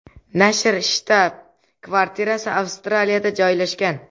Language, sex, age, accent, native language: Uzbek, female, 18-24, Xorazm, Uzbek